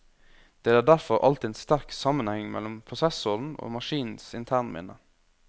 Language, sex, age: Norwegian, male, 21